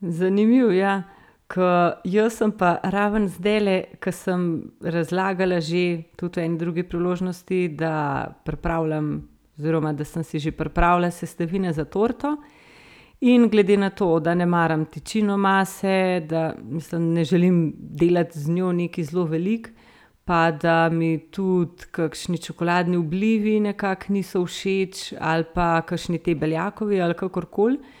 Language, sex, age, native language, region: Slovenian, female, 30-49, Slovenian, Central Slovenia